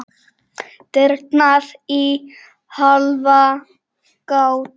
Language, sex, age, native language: Icelandic, male, 8, Czech